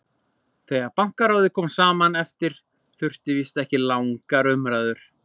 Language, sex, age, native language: Icelandic, male, 40-49, Icelandic